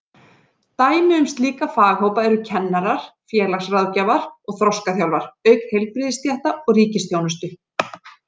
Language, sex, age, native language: Icelandic, female, 40-49, Icelandic